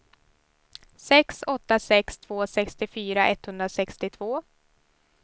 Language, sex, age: Swedish, female, 18